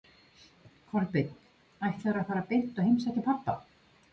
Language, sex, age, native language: Icelandic, female, 50-59, Icelandic